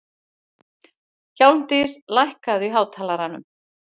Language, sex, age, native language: Icelandic, female, 60-69, Icelandic